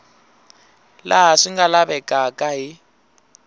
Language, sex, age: Tsonga, male, 20